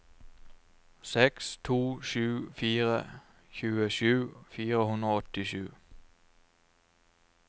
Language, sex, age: Norwegian, male, 29